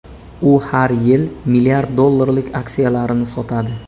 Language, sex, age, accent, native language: Uzbek, male, 25-34, Samarqand, Uzbek